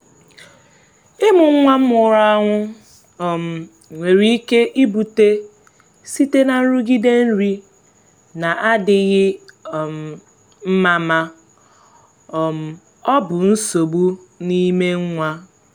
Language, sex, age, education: Igbo, female, 15-29, tertiary